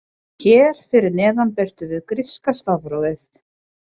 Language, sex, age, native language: Icelandic, female, 20-29, Icelandic